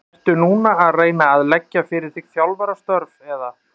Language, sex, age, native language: Icelandic, male, 30-39, Icelandic